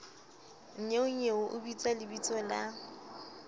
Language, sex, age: Southern Sotho, female, 25